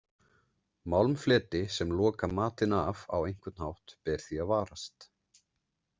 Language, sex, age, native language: Icelandic, male, 30-39, Icelandic